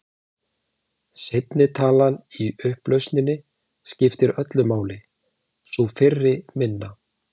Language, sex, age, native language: Icelandic, male, 40-49, Icelandic